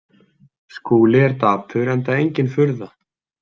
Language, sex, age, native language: Icelandic, male, 20-29, Icelandic